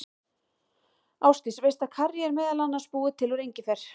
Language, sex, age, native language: Icelandic, female, 18-19, Icelandic